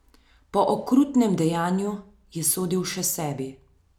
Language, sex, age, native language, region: Slovenian, female, 30-49, Slovenian, Central Slovenia